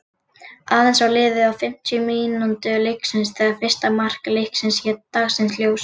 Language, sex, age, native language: Icelandic, female, 40-49, Icelandic